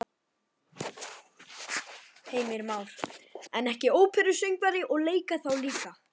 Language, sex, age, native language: Icelandic, male, 12, Icelandic